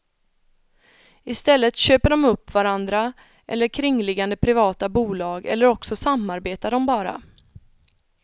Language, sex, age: Swedish, female, 31